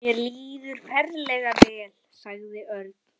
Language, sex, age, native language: Icelandic, female, 11, Icelandic